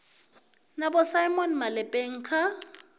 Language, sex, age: Venda, female, 21